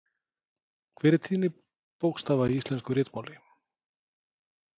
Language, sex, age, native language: Icelandic, male, 40-49, Icelandic